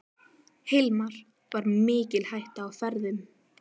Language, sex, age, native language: Icelandic, female, 12, Icelandic